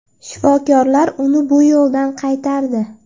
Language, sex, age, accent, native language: Uzbek, female, under 19, Andijon, Uzbek